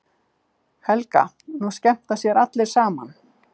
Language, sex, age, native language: Icelandic, female, 50-59, Icelandic